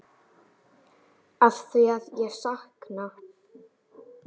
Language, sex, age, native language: Icelandic, female, 8, Icelandic